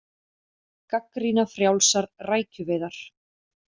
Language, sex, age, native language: Icelandic, female, 40-49, Icelandic